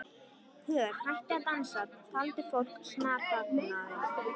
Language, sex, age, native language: Icelandic, female, 13, Icelandic